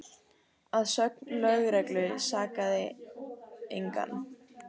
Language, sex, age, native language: Icelandic, female, 18-19, Icelandic